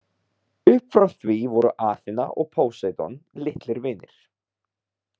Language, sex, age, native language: Icelandic, male, 30-39, Icelandic